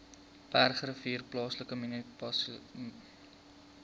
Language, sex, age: Afrikaans, male, 20